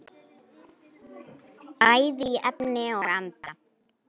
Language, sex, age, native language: Icelandic, female, 9, Icelandic